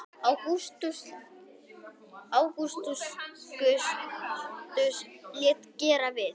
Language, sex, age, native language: Icelandic, male, 10, Icelandic